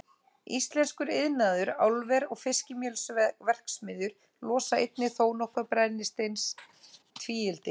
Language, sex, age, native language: Icelandic, female, 30-39, Icelandic